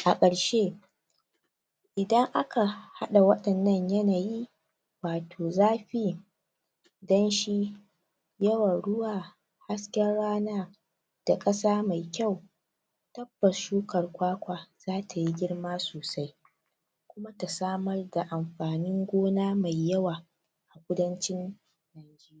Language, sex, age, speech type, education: Hausa, female, 30-45, spontaneous, tertiary